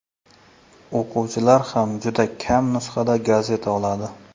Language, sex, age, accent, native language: Uzbek, male, 35+, Surxondaryo, Uzbek